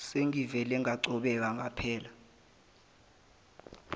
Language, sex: Zulu, male